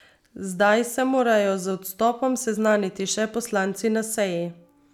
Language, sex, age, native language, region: Slovenian, female, 30-49, Slovenian, Savinja region